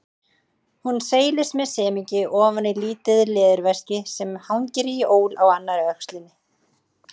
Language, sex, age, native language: Icelandic, female, 30-39, Icelandic